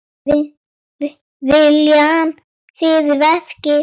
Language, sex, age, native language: Icelandic, female, 8, Icelandic